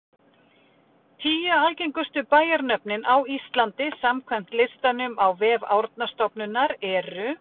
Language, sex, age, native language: Icelandic, female, 50-59, Icelandic